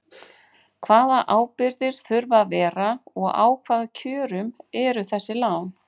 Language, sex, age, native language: Icelandic, female, 40-49, Icelandic